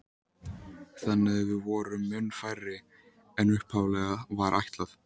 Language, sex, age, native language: Icelandic, male, 14, Icelandic